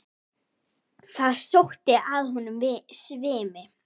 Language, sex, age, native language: Icelandic, female, 10, Icelandic